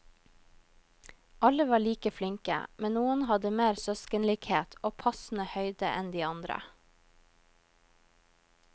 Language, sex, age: Norwegian, female, 21